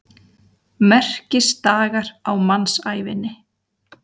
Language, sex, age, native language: Icelandic, female, 30-39, Icelandic